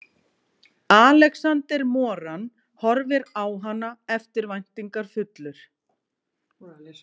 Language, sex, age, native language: Icelandic, female, 40-49, Icelandic